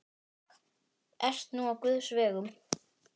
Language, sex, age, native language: Icelandic, female, 10, Icelandic